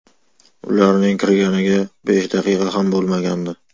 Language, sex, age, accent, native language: Uzbek, male, 18-24, Farg'ona, Uzbek